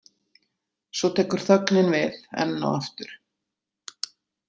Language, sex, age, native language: Icelandic, female, 60-69, Icelandic